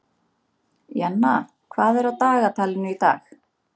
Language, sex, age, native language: Icelandic, female, 30-39, Icelandic